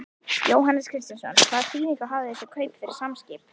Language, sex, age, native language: Icelandic, female, 11, Icelandic